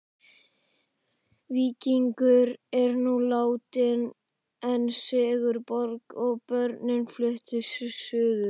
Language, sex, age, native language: Icelandic, male, 12, Icelandic